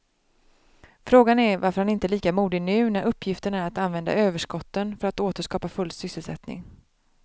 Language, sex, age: Swedish, female, 31